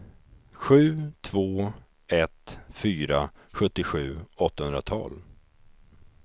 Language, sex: Swedish, male